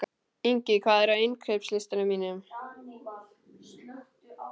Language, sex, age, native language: Icelandic, male, 12, Icelandic